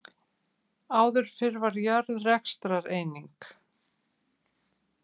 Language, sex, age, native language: Icelandic, female, 50-59, Icelandic